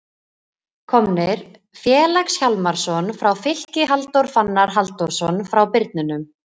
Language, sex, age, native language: Icelandic, female, 20-29, Icelandic